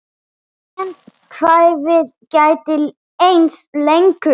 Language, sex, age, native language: Icelandic, male, 9, Icelandic